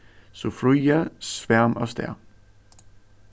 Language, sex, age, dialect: Faroese, male, 15-35, Suðurstreymoy